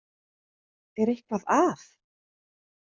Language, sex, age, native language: Icelandic, female, 30-39, Icelandic